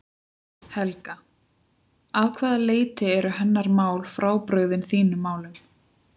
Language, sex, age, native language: Icelandic, female, 20-29, Icelandic